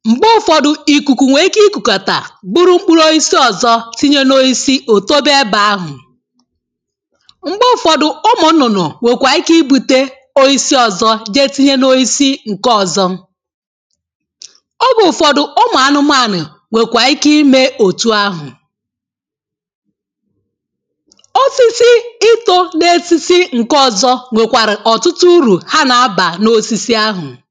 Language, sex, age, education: Igbo, female, 30-45, tertiary